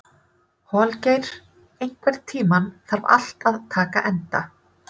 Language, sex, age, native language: Icelandic, female, 30-39, Icelandic